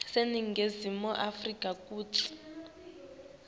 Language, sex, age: Swati, female, 19